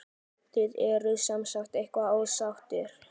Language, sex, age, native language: Icelandic, male, 10, Icelandic